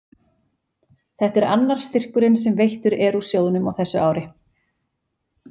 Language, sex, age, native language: Icelandic, female, 40-49, Icelandic